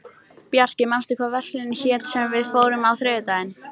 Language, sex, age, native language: Icelandic, female, 18-19, Icelandic